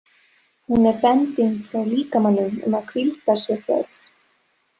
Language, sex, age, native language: Icelandic, female, 30-39, Serbo-Croatian